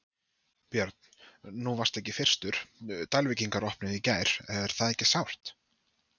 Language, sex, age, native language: Icelandic, male, 30-39, Icelandic